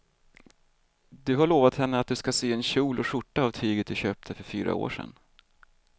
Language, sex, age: Swedish, male, 38